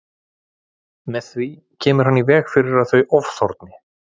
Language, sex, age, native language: Icelandic, male, 40-49, Icelandic